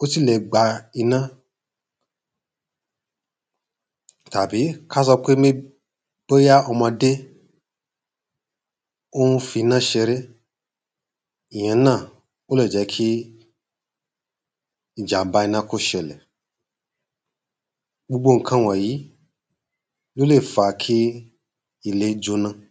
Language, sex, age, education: Yoruba, male, 30-45, tertiary